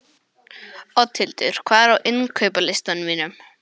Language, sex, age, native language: Icelandic, male, 11, English